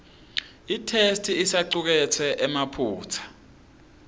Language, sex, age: Swati, male, 26